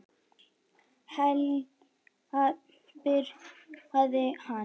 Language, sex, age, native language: Icelandic, female, 9, Icelandic